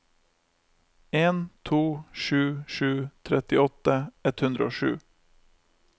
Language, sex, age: Norwegian, male, 28